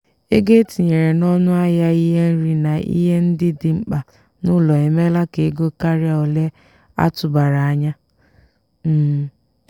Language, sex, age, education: Igbo, female, 15-29, tertiary